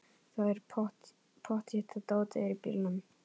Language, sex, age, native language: Icelandic, male, 11, Icelandic